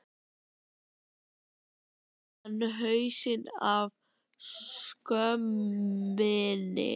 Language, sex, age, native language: Icelandic, other, 11, Icelandic